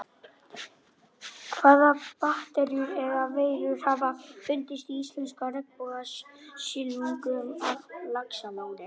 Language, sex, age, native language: Icelandic, male, 18-19, Icelandic